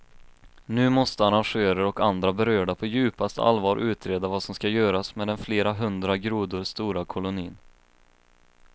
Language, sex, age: Swedish, male, 22